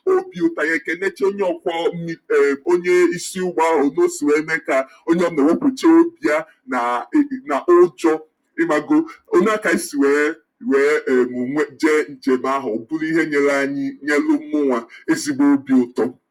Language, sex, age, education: Igbo, male, 30-45, tertiary